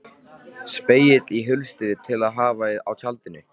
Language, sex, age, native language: Icelandic, male, 13, Icelandic